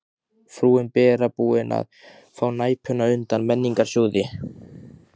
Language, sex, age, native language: Icelandic, male, 15, Icelandic